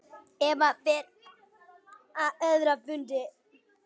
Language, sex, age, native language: Icelandic, female, 10, English